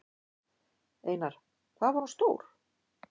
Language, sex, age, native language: Icelandic, female, 50-59, Icelandic